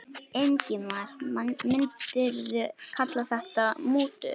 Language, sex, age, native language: Icelandic, female, 9, Icelandic